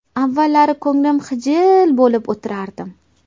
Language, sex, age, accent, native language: Uzbek, female, 18-24, Toshkent viloyati, Uzbek